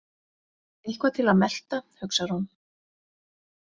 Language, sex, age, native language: Icelandic, female, 40-49, Icelandic